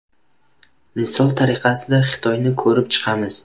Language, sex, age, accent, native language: Uzbek, male, 19-29, Buxoro, Uzbek